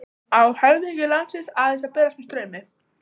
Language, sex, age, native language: Icelandic, female, 15, Icelandic